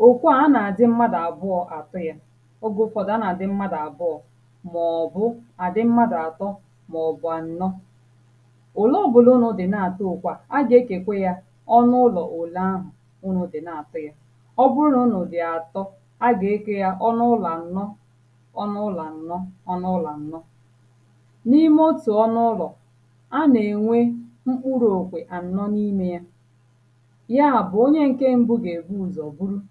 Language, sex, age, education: Igbo, female, 30-45, tertiary